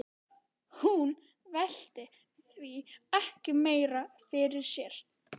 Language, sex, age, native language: Icelandic, male, 11, Icelandic